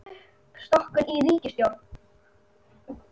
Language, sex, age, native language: Icelandic, female, 40-49, Icelandic